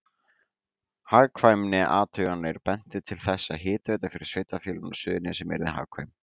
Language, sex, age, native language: Icelandic, male, 18-19, Icelandic